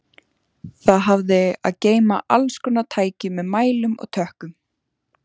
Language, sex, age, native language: Icelandic, female, 14, Icelandic